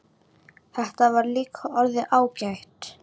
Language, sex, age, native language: Icelandic, female, 9, Icelandic